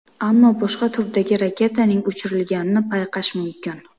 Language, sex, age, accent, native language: Uzbek, female, 25-34, Namangan, Uzbek